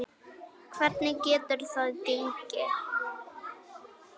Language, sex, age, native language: Icelandic, female, 9, Icelandic